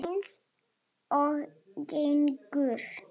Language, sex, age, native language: Icelandic, female, 7, Lithuanian